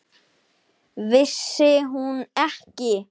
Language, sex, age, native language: Icelandic, male, 9, Icelandic